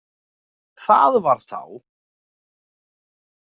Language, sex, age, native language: Icelandic, male, 40-49, Icelandic